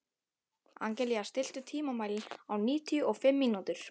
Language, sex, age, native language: Icelandic, female, 12, Icelandic